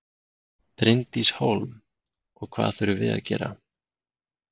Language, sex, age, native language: Icelandic, male, 30-39, Icelandic